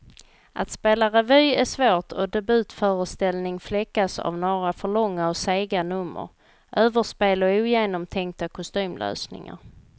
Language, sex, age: Swedish, female, 38